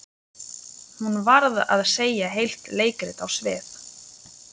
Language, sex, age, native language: Icelandic, female, 20-29, Lithuanian